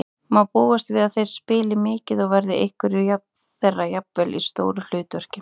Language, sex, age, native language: Icelandic, female, 30-39, Icelandic